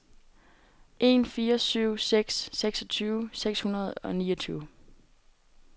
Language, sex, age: Danish, female, 18